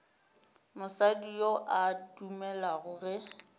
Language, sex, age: Northern Sotho, female, 27